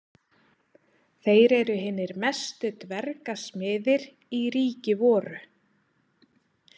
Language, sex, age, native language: Icelandic, female, 30-39, Icelandic